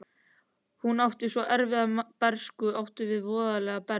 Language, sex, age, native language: Icelandic, male, 13, Icelandic